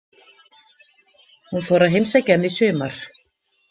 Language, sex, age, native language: Icelandic, female, 50-59, Icelandic